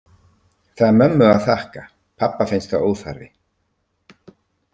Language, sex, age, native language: Icelandic, male, 50-59, Icelandic